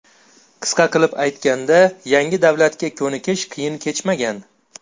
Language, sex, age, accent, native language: Uzbek, male, 18-24, Xorazm, Uzbek